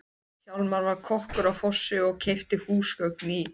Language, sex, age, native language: Icelandic, male, 12, Icelandic